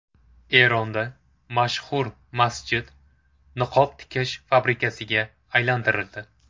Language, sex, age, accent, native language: Uzbek, male, 18-24, Toshkent shahri, Uzbek